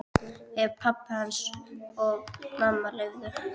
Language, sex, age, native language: Icelandic, female, 12, Icelandic